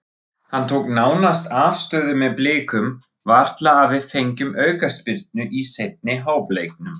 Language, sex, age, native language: Icelandic, male, 40-49, Icelandic